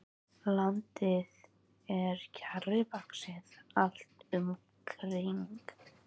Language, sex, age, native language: Icelandic, female, 13, Icelandic